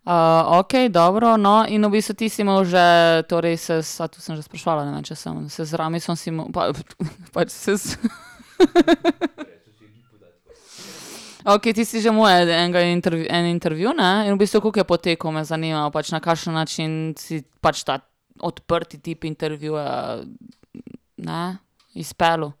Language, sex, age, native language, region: Slovenian, female, 30-49, Slovenian, Primorsko-notranjska region